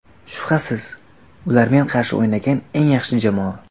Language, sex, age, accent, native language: Uzbek, male, under 19, Xorazm, Uzbek